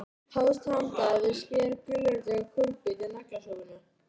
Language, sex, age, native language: Icelandic, female, 13, Icelandic